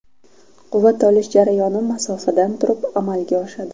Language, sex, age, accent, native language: Uzbek, female, 12-17, Toshkent viloyati, Uzbek